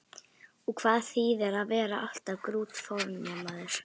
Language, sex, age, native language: Icelandic, female, 11, Icelandic